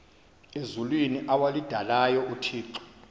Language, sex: Xhosa, male